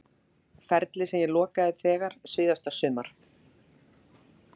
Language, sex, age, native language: Icelandic, female, 40-49, Icelandic